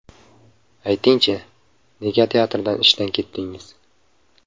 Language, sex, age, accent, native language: Uzbek, male, 25-34, Samarqand, Uzbek